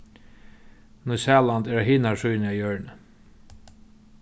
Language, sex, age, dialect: Faroese, male, 15-35, Norðurstreymoy/Eysturoy